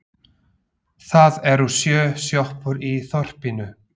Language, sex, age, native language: Icelandic, male, 40-49, Slovak